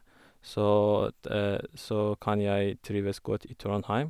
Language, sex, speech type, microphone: Norwegian, female, spontaneous, Sennheiser